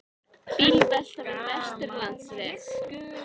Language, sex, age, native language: Icelandic, female, 18-19, Icelandic